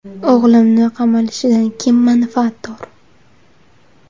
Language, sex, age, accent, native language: Uzbek, female, 18-24, Surxondaryo, Uzbek